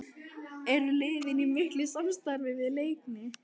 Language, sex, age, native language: Icelandic, female, 12, Icelandic